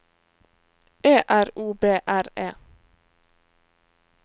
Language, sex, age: Norwegian, female, 21